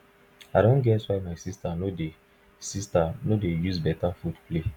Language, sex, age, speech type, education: Nigerian Pidgin, male, 15-29, spontaneous, tertiary